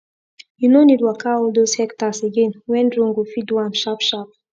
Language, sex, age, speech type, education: Nigerian Pidgin, female, 15-29, spontaneous, tertiary